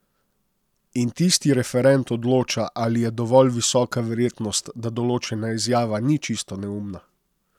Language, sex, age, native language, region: Slovenian, male, 30-49, Slovenian, Posavska region